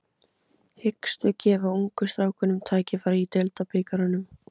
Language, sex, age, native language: Icelandic, female, 17, Icelandic